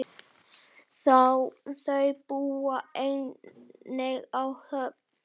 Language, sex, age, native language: Icelandic, male, 8, Icelandic